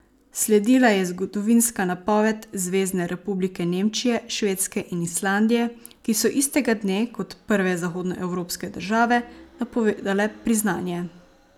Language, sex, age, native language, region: Slovenian, female, 18-29, Slovenian, Savinja region